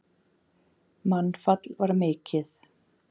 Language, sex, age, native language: Icelandic, female, 40-49, Icelandic